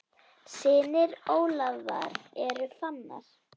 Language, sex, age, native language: Icelandic, female, 10, Icelandic